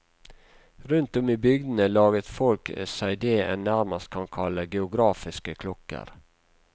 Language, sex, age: Norwegian, male, 48